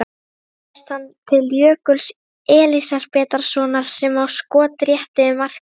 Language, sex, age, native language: Icelandic, female, 30-39, Icelandic